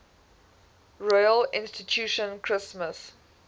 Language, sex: English, female